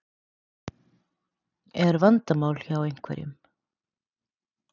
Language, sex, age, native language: Icelandic, female, 40-49, Icelandic